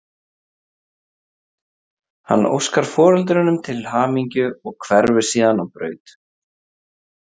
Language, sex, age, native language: Icelandic, male, 30-39, Icelandic